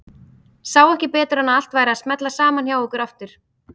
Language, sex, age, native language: Icelandic, female, 30-39, Icelandic